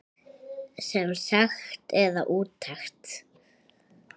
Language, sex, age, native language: Icelandic, female, 6, Icelandic